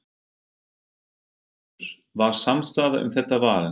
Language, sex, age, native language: Icelandic, male, 50-59, German